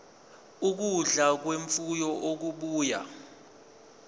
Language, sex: Zulu, male